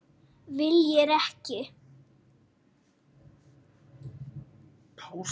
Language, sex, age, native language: Icelandic, male, 9, Icelandic